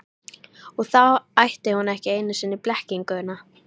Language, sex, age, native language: Icelandic, female, 13, Icelandic